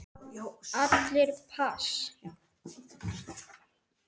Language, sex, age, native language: Icelandic, male, 10, Icelandic